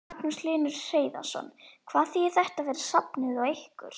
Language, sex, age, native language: Icelandic, female, 11, Icelandic